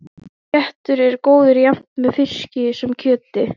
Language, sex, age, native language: Icelandic, female, 11, Icelandic